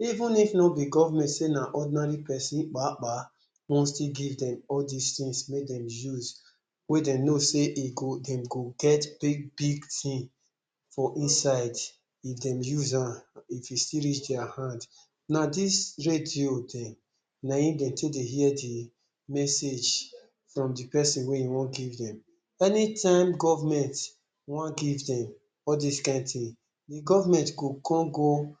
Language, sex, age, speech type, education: Nigerian Pidgin, male, 30-45, spontaneous, tertiary